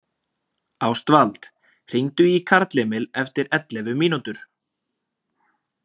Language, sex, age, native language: Icelandic, male, 20-29, Icelandic